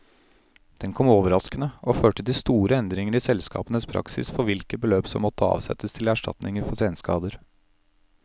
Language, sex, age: Norwegian, male, 31